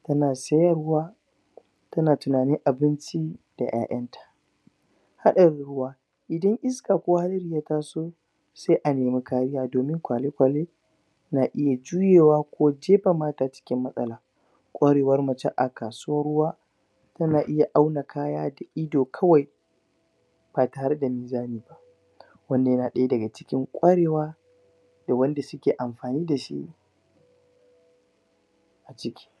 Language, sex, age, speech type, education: Hausa, male, 15-29, spontaneous, primary